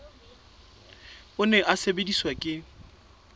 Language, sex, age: Southern Sotho, male, 26